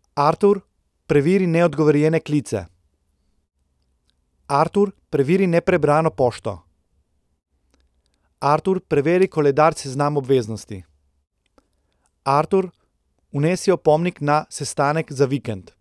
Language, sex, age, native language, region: Slovenian, male, 30-49, Slovenian, Central Slovenia